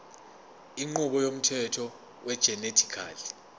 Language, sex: Zulu, male